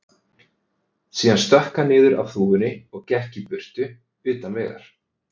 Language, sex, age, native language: Icelandic, male, 30-39, Icelandic